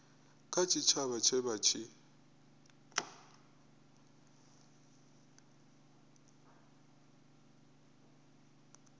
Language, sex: Venda, male